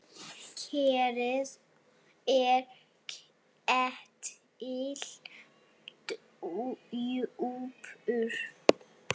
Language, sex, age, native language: Icelandic, female, 7, Icelandic